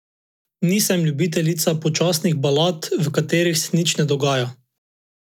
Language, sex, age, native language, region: Slovenian, male, 18-29, Slovenian, Drava region